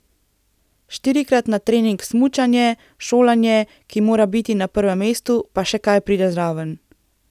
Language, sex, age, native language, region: Slovenian, female, 18-29, Slovenian, Central Slovenia